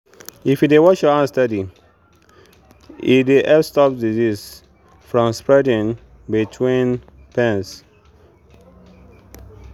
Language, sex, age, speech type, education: Nigerian Pidgin, male, 15-29, spontaneous, tertiary